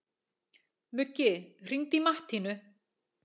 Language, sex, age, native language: Icelandic, female, 40-49, Icelandic